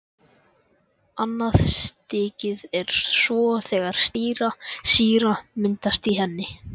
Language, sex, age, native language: Icelandic, male, 14, Icelandic